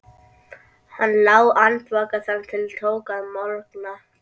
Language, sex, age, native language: Icelandic, male, 11, Icelandic